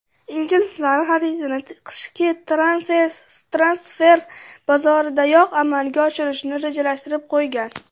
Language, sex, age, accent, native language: Uzbek, female, under 19, Namangan, Uzbek